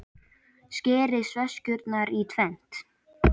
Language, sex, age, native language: Icelandic, male, 18-19, Icelandic